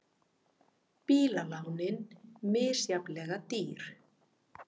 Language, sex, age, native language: Icelandic, female, 50-59, Icelandic